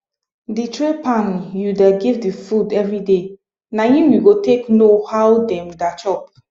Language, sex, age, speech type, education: Nigerian Pidgin, female, 15-29, spontaneous, tertiary